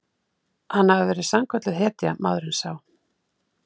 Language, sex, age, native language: Icelandic, female, 50-59, Icelandic